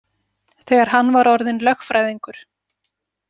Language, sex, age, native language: Icelandic, female, 40-49, Icelandic